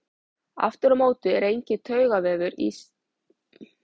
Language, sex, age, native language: Icelandic, female, 40-49, Icelandic